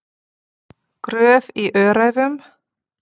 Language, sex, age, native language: Icelandic, female, 40-49, Icelandic